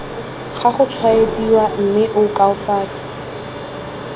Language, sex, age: Tswana, female, 20